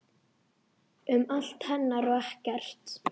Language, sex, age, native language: Icelandic, male, 10, Icelandic